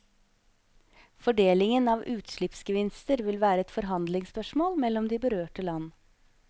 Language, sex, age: Norwegian, female, 25